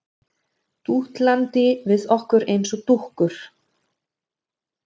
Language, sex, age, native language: Icelandic, female, 40-49, German